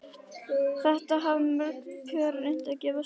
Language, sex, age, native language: Icelandic, female, 11, Icelandic